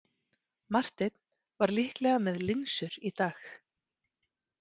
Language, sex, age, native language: Icelandic, female, 30-39, Icelandic